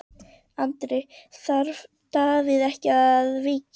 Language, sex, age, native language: Icelandic, female, 12, Icelandic